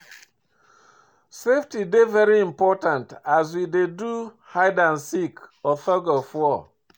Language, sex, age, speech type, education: Nigerian Pidgin, male, 46-60, read, tertiary